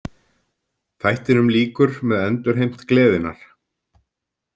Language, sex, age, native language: Icelandic, male, 50-59, Icelandic